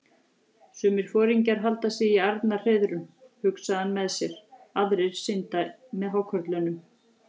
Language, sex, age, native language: Icelandic, female, 40-49, Icelandic